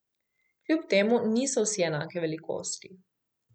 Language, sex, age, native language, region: Slovenian, female, 18-29, Slovenian, Coastal Karst region